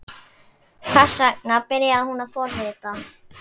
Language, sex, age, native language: Icelandic, male, 11, Icelandic